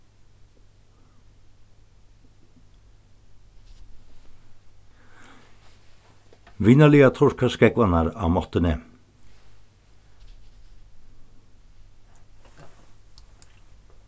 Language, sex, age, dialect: Faroese, male, 61+, Norðurstreymoy/Eysturoy